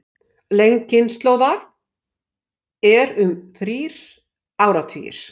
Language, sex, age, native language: Icelandic, female, 60-69, Icelandic